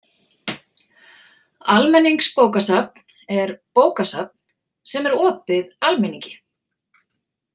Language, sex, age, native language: Icelandic, female, 40-49, Icelandic